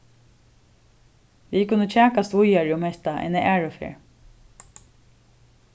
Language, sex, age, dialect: Faroese, female, 36-60, Suðurstreymoy